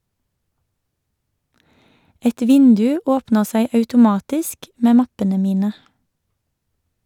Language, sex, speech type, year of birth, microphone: Norwegian, female, read, 1978, Shure